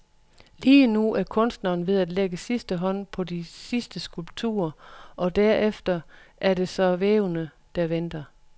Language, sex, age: Danish, female, 43